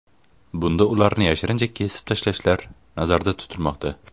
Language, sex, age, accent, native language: Uzbek, male, 18-24, Farg'ona, Uzbek